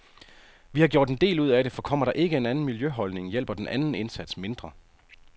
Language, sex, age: Danish, male, 30